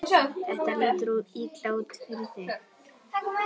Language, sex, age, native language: Icelandic, female, 11, Icelandic